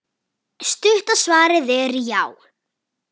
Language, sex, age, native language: Icelandic, female, 9, Icelandic